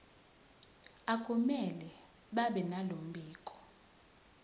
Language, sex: Zulu, female